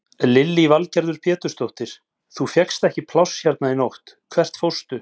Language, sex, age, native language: Icelandic, male, 40-49, Icelandic